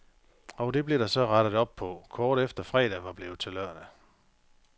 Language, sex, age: Danish, male, 45